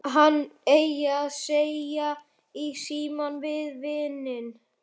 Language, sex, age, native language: Icelandic, male, 11, Icelandic